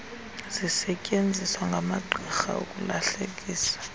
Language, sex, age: Xhosa, female, 30